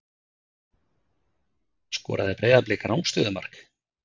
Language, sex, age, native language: Icelandic, male, 50-59, Icelandic